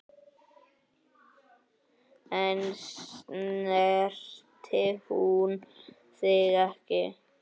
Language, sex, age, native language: Icelandic, male, 9, Icelandic